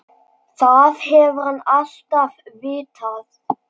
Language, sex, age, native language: Icelandic, male, 10, Icelandic